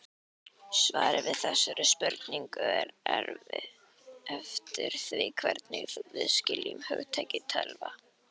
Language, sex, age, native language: Icelandic, female, 18-19, Icelandic